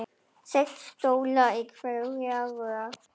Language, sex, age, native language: Icelandic, female, 10, German